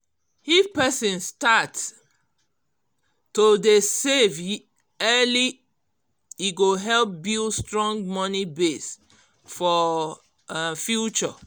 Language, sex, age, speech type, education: Nigerian Pidgin, female, 46-60, spontaneous, tertiary